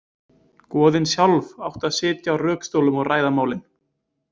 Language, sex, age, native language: Icelandic, male, 20-29, Icelandic